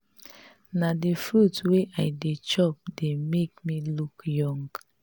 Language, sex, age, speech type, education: Nigerian Pidgin, female, 30-45, spontaneous, tertiary